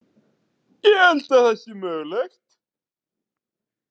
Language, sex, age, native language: Icelandic, male, 30-39, Icelandic